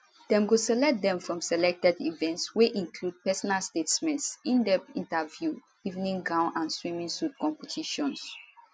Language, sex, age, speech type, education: Nigerian Pidgin, female, 15-29, spontaneous, tertiary